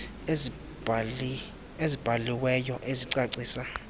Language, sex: Xhosa, male